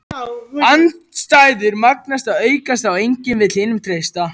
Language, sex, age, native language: Icelandic, male, 14, Icelandic